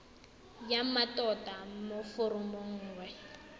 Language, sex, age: Tswana, female, 18